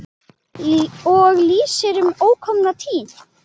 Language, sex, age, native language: Icelandic, female, 10, Icelandic